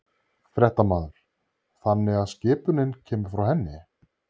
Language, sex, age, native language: Icelandic, male, 30-39, Icelandic